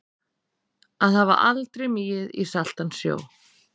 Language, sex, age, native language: Icelandic, female, 30-39, Icelandic